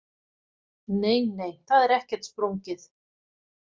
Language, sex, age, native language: Icelandic, female, 50-59, Icelandic